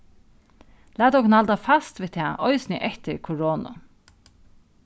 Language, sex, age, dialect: Faroese, female, 36-60, Norðuroyggjar